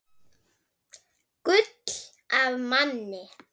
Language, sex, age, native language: Icelandic, female, 9, Icelandic